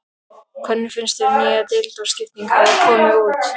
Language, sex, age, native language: Icelandic, male, 13, Icelandic